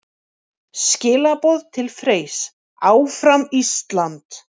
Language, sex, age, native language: Icelandic, female, 40-49, Icelandic